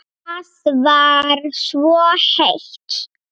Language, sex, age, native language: Icelandic, female, 8, Icelandic